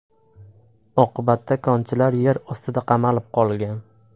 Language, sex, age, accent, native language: Uzbek, male, 25-34, Farg'ona, Uzbek